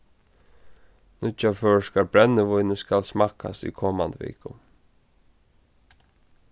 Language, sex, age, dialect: Faroese, male, 15-35, Norðurstreymoy/Eysturoy